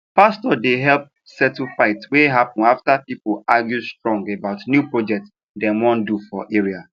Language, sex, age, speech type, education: Nigerian Pidgin, male, 15-29, spontaneous, tertiary